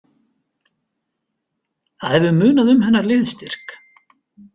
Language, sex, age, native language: Icelandic, male, 50-59, Icelandic